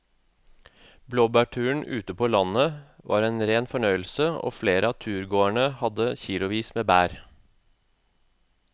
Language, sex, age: Norwegian, male, 36